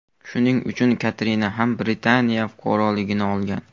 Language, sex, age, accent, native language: Uzbek, male, under 19, Andijon, Uzbek